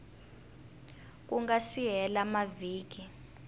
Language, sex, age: Tsonga, female, 19